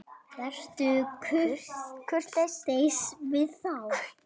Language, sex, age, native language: Icelandic, male, 9, Icelandic